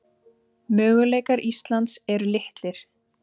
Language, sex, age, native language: Icelandic, female, 30-39, Icelandic